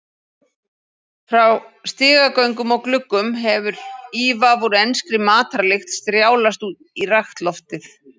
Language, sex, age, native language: Icelandic, female, 40-49, Icelandic